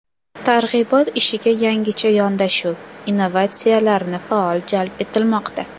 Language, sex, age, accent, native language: Uzbek, female, under 19, Toshkent shahri, Uzbek